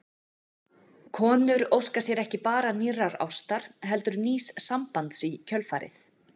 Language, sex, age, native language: Icelandic, female, 40-49, Icelandic